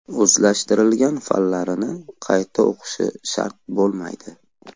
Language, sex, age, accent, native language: Uzbek, male, 18-24, Andijon, Uzbek